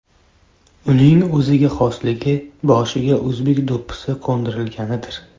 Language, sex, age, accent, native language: Uzbek, male, 18-24, Navoiy, Uzbek